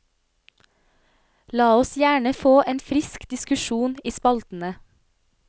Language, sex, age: Norwegian, female, 25